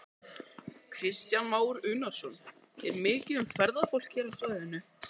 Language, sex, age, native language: Icelandic, male, 13, Icelandic